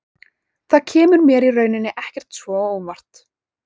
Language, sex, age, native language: Icelandic, female, 18-19, Icelandic